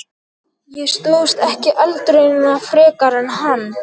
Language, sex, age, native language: Icelandic, male, 12, Icelandic